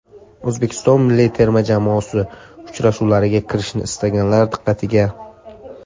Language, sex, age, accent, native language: Uzbek, male, 19-29, Samarqand, Uzbek